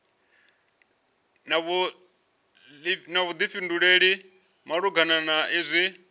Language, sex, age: Venda, male, 34